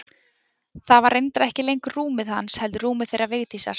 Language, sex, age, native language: Icelandic, female, 20-29, Icelandic